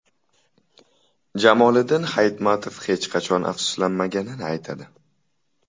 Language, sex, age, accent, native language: Uzbek, male, 18-24, Toshkent shahri, Uzbek